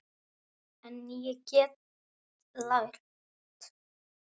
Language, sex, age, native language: Icelandic, male, 9, Icelandic